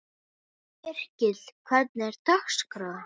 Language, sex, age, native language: Icelandic, male, 11, Icelandic